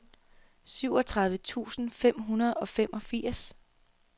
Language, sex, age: Danish, female, 33